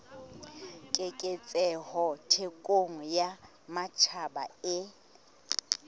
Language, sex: Southern Sotho, female